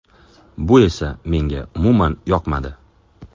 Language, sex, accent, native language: Uzbek, male, Andijon, Uzbek